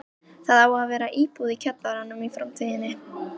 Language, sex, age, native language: Icelandic, female, 12, Icelandic